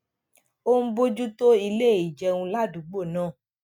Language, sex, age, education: Yoruba, female, 15-29, tertiary